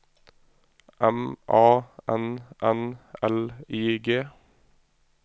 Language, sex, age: Norwegian, male, 26